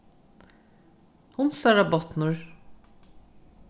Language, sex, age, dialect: Faroese, female, 36-60, Norðurstreymoy/Eysturoy